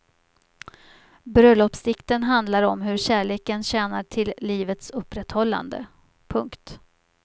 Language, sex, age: Swedish, female, 50